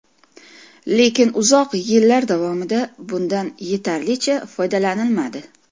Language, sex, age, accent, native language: Uzbek, female, 40-49, Toshkent viloyati, Uzbek